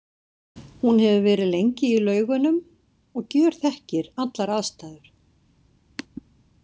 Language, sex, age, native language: Icelandic, female, 60-69, Icelandic